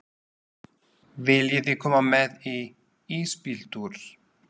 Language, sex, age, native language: Icelandic, male, 40-49, Slovak